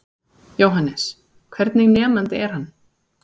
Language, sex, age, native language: Icelandic, female, 30-39, Icelandic